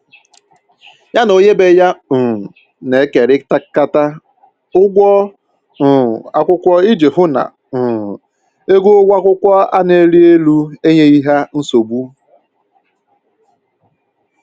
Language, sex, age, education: Igbo, male, 15-29, tertiary